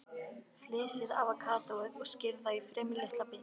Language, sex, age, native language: Icelandic, other, 12, Icelandic